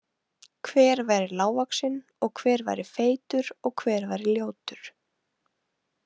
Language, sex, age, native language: Icelandic, female, 18-19, Icelandic